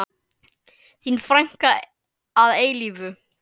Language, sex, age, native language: Icelandic, male, 9, Icelandic